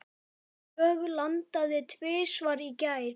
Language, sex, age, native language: Icelandic, male, 10, Icelandic